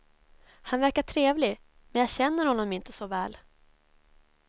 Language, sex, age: Swedish, female, 24